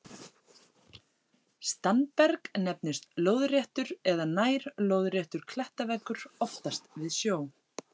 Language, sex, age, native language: Icelandic, female, 40-49, Icelandic